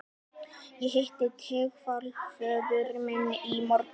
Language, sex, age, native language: Icelandic, male, 11, Icelandic